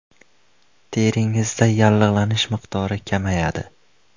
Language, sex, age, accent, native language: Uzbek, male, under 19, Andijon, Uzbek